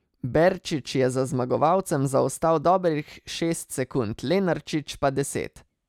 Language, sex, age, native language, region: Slovenian, male, 30-49, Slovenian, Savinja region